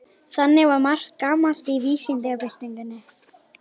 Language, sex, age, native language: Icelandic, female, 18-19, Icelandic